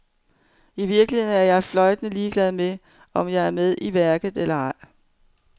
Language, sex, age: Danish, female, 45